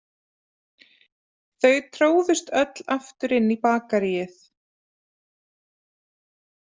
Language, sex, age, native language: Icelandic, female, 30-39, Icelandic